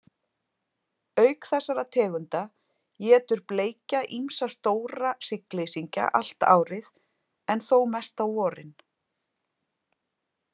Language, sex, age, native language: Icelandic, female, 50-59, Icelandic